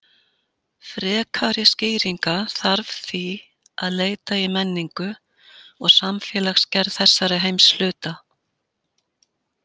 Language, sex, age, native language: Icelandic, female, 60-69, Icelandic